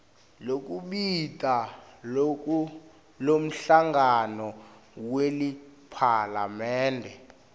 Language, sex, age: Swati, male, 21